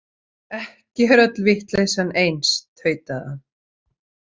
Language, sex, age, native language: Icelandic, female, 30-39, Icelandic